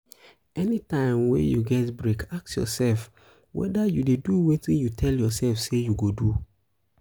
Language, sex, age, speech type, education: Nigerian Pidgin, male, 15-29, spontaneous, tertiary